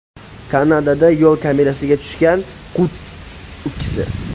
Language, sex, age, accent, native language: Uzbek, male, 18-24, Toshkent shahri, Uzbek